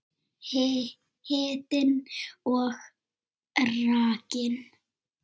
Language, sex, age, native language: Icelandic, female, 7, Icelandic